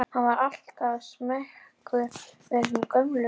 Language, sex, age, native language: Icelandic, female, 11, Icelandic